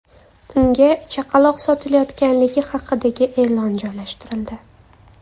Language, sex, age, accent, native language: Uzbek, female, 25-34, Toshkent shahri, Uzbek